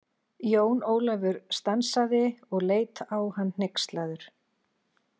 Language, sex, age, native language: Icelandic, female, 40-49, Icelandic